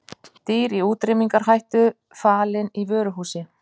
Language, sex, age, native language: Icelandic, female, 50-59, Icelandic